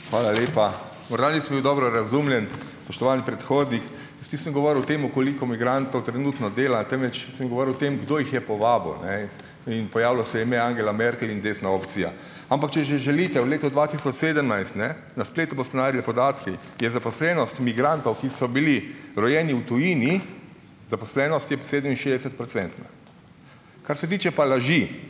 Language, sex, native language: Slovenian, male, Slovenian